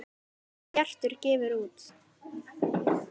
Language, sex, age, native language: Icelandic, female, 10, Icelandic